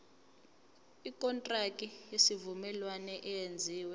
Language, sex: Zulu, female